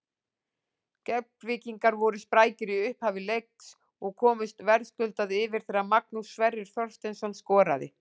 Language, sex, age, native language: Icelandic, female, 40-49, Icelandic